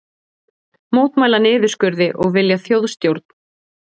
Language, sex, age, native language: Icelandic, female, 20-29, Icelandic